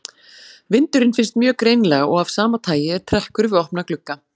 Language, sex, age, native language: Icelandic, female, 40-49, Icelandic